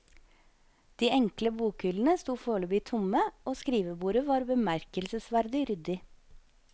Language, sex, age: Norwegian, female, 25